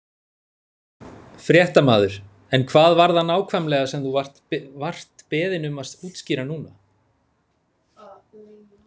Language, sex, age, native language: Icelandic, male, 40-49, Icelandic